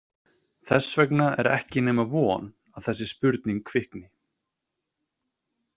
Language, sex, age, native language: Icelandic, male, 30-39, Icelandic